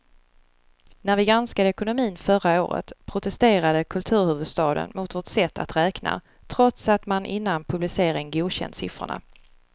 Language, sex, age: Swedish, female, 35